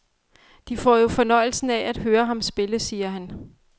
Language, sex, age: Danish, female, 35